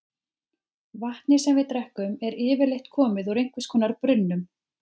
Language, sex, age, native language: Icelandic, female, 30-39, Icelandic